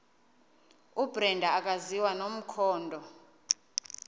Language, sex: Xhosa, female